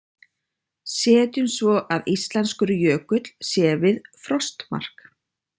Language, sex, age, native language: Icelandic, female, 30-39, Icelandic